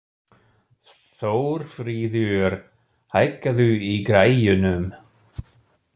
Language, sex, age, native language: Icelandic, male, 60-69, German